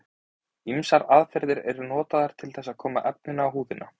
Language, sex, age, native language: Icelandic, male, 20-29, Icelandic